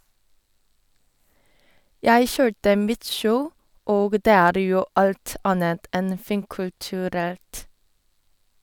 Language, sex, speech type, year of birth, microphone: Norwegian, female, read, 1989, Sennheiser